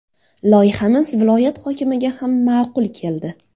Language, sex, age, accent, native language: Uzbek, female, 18-24, Surxondaryo, Uzbek